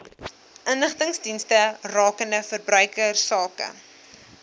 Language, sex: Afrikaans, female